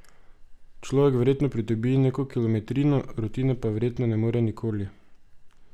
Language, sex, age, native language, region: Slovenian, male, 18-29, Slovenian, Drava region